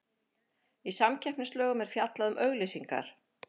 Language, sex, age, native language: Icelandic, female, 50-59, Icelandic